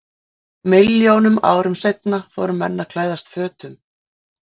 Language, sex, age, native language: Icelandic, female, 40-49, Icelandic